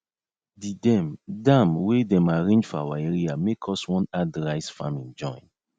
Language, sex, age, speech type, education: Nigerian Pidgin, male, 30-45, spontaneous, tertiary